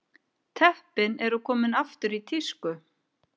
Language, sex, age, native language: Icelandic, female, 50-59, Icelandic